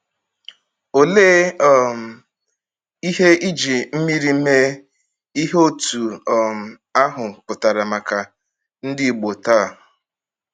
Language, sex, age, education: Igbo, male, 30-45, tertiary